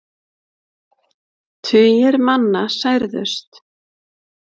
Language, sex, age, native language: Icelandic, female, 30-39, Icelandic